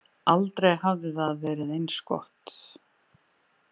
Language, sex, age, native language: Icelandic, female, 40-49, Icelandic